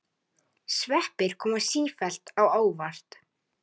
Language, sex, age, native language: Icelandic, female, 10, Icelandic